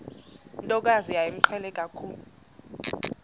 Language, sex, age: Xhosa, female, 20